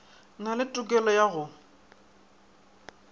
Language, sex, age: Northern Sotho, male, 22